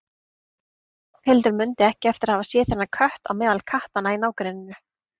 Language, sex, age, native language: Icelandic, female, 30-39, Icelandic